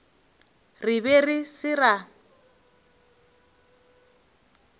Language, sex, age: Northern Sotho, female, 23